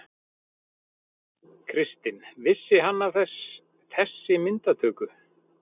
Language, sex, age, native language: Icelandic, male, 40-49, Icelandic